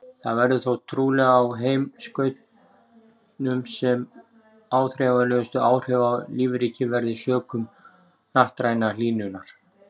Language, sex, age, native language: Icelandic, male, 40-49, Icelandic